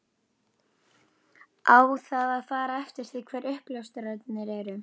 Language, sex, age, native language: Icelandic, female, 12, Icelandic